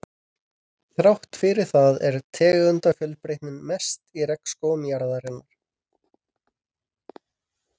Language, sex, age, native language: Icelandic, male, 30-39, Icelandic